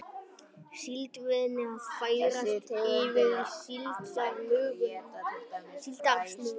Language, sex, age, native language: Icelandic, male, 18-19, Icelandic